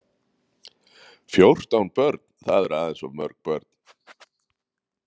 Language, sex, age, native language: Icelandic, male, 30-39, Icelandic